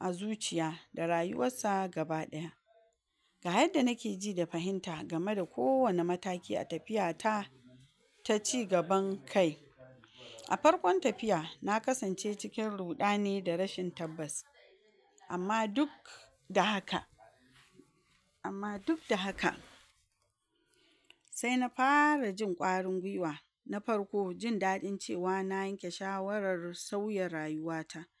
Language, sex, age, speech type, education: Hausa, female, 46-60, spontaneous, tertiary